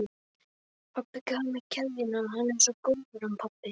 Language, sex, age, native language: Icelandic, male, 12, Icelandic